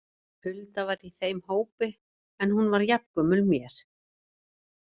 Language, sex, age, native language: Icelandic, female, 50-59, Icelandic